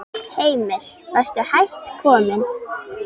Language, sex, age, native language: Icelandic, female, 10, Icelandic